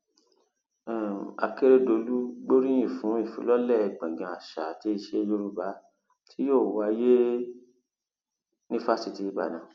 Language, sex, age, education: Yoruba, male, 46-60, tertiary